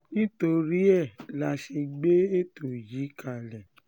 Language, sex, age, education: Yoruba, female, 15-29, tertiary